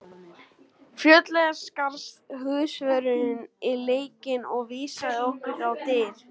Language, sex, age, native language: Icelandic, male, 12, Icelandic